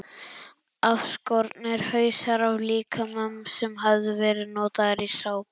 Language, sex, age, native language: Icelandic, male, 11, Icelandic